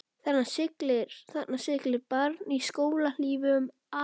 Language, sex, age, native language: Icelandic, male, 11, Icelandic